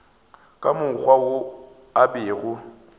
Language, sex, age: Northern Sotho, male, 24